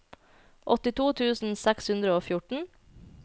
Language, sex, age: Norwegian, female, 29